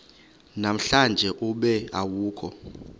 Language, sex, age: Xhosa, male, 31